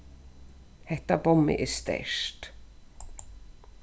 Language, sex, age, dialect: Faroese, female, 36-60, Suðurstreymoy